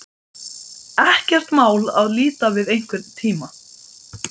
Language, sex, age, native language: Icelandic, male, 12, Icelandic